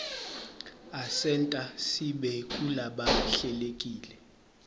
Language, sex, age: Swati, male, 23